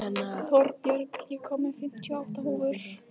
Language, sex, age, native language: Icelandic, female, 14, Icelandic